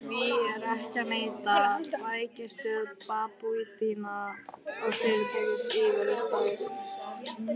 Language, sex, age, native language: Icelandic, female, 14, Icelandic